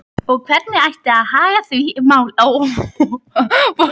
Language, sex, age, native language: Icelandic, female, 12, Icelandic